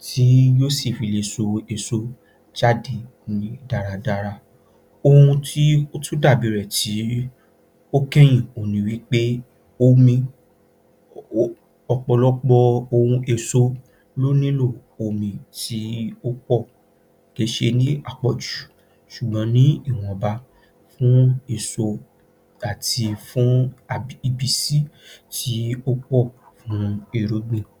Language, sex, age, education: Yoruba, male, 46-60, tertiary